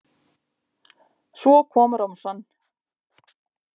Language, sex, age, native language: Icelandic, female, 50-59, Icelandic